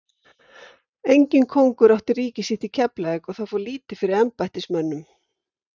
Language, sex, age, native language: Icelandic, female, 50-59, Icelandic